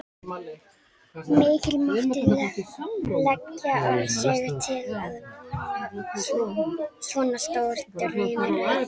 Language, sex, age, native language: Icelandic, female, 18-19, Icelandic